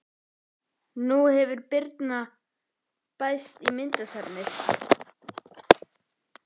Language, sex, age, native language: Icelandic, male, 11, Icelandic